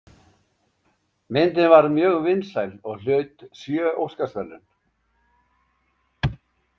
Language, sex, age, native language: Icelandic, male, 70-79, Icelandic